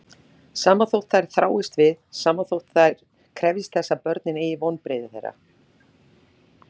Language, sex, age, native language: Icelandic, female, 40-49, Icelandic